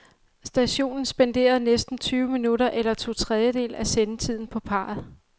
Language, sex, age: Danish, female, 35